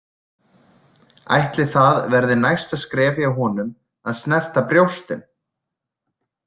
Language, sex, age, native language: Icelandic, male, 20-29, Icelandic